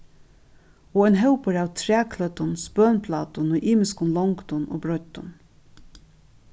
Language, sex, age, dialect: Faroese, female, 36-60, Norðuroyggjar